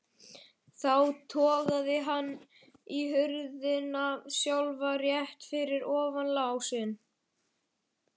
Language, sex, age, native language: Icelandic, male, 11, Icelandic